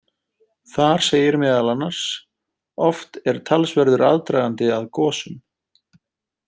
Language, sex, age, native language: Icelandic, male, 30-39, Icelandic